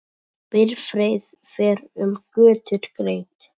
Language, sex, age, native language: Icelandic, male, 10, Icelandic